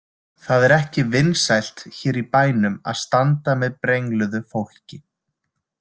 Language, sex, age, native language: Icelandic, male, 20-29, Icelandic